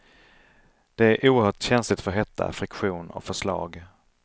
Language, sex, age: Swedish, male, 31